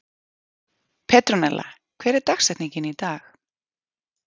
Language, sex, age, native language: Icelandic, female, 40-49, Icelandic